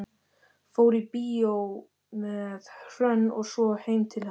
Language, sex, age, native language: Icelandic, male, 13, Icelandic